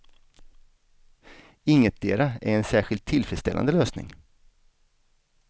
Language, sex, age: Swedish, male, 49